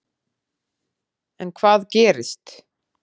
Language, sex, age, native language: Icelandic, female, 10, Icelandic